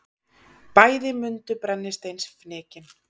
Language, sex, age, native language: Icelandic, female, 30-39, Icelandic